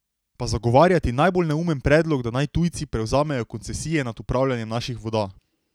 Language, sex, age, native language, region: Slovenian, male, 18-29, Slovenian, Drava region